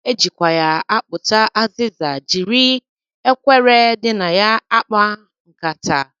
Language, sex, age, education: Igbo, female, 30-45, tertiary